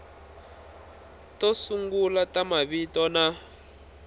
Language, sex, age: Tsonga, male, 26